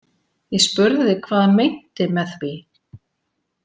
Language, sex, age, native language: Icelandic, female, 40-49, Icelandic